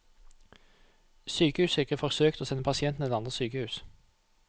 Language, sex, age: Norwegian, male, 28